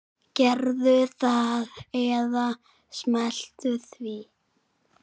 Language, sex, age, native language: Icelandic, male, 7, Icelandic